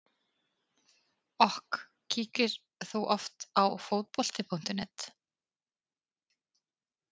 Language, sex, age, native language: Icelandic, female, 30-39, Icelandic